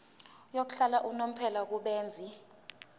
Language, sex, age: Zulu, female, 20